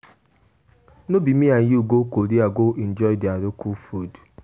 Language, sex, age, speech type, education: Nigerian Pidgin, male, 15-29, spontaneous, tertiary